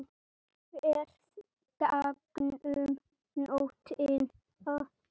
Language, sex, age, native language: Icelandic, male, 8, Icelandic